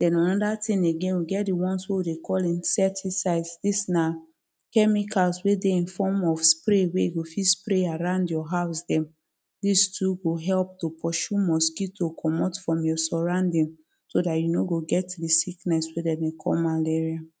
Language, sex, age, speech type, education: Nigerian Pidgin, female, 30-45, spontaneous, tertiary